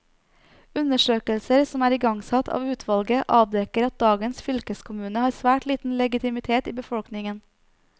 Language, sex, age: Norwegian, female, 29